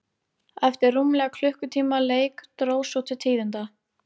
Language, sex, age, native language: Icelandic, female, 18-19, Icelandic